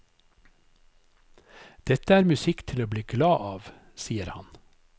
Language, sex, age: Norwegian, male, 55